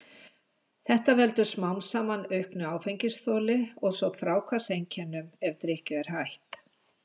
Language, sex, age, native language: Icelandic, female, 60-69, Icelandic